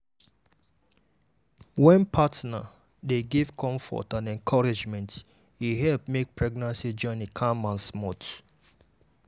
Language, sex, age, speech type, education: Nigerian Pidgin, male, 15-29, spontaneous, tertiary